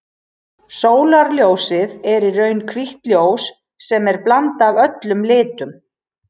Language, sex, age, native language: Icelandic, female, 40-49, Icelandic